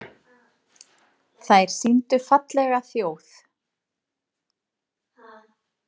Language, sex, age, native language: Icelandic, female, 40-49, Icelandic